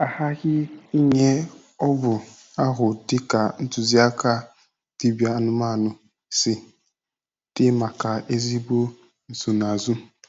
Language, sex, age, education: Igbo, male, 15-29, tertiary